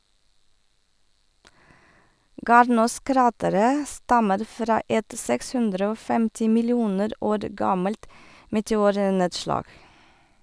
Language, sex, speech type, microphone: Norwegian, female, read, Sennheiser